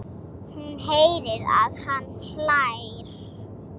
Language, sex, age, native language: Icelandic, female, 7, Icelandic